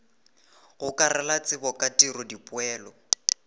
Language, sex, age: Northern Sotho, male, 18